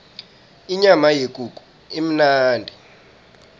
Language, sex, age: South Ndebele, male, 19